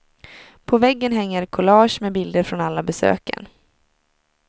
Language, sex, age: Swedish, female, 23